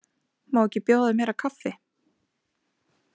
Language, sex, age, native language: Icelandic, female, 20-29, Icelandic